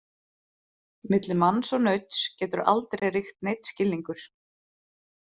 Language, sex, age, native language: Icelandic, female, 30-39, Icelandic